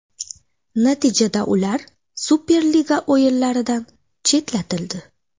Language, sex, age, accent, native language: Uzbek, female, 18-24, Xorazm, Uzbek